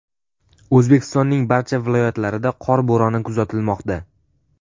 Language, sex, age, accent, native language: Uzbek, male, 12-17, Sirdaryo, Uzbek